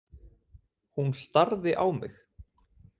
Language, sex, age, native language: Icelandic, male, 20-29, Icelandic